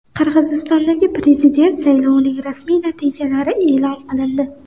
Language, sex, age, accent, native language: Uzbek, female, 12-17, Qoraqalpog'iston, Uzbek